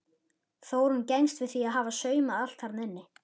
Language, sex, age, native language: Icelandic, male, 11, Icelandic